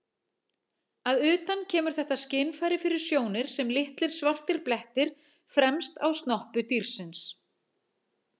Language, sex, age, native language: Icelandic, female, 40-49, Icelandic